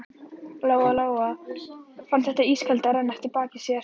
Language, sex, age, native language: Icelandic, female, 11, Icelandic